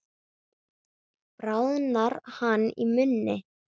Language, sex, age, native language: Icelandic, female, 9, Icelandic